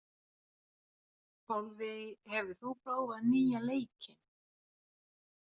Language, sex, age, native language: Icelandic, female, 40-49, Finnish